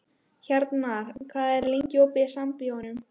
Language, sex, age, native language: Icelandic, female, 12, Icelandic